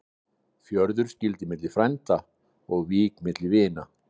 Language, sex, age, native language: Icelandic, male, 60-69, Icelandic